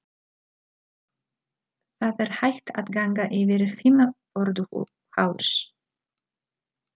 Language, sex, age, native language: Icelandic, female, 30-39, Polish